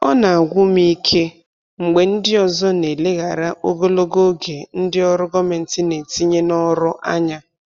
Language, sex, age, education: Igbo, female, 15-29, tertiary